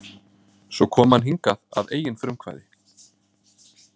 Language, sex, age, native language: Icelandic, male, 20-29, Icelandic